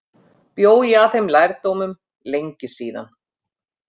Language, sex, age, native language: Icelandic, female, 50-59, Icelandic